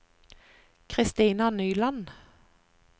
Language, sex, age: Norwegian, female, 41